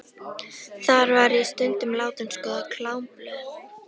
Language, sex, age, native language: Icelandic, female, 13, Icelandic